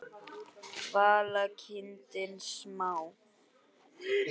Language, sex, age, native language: Icelandic, male, 8, Icelandic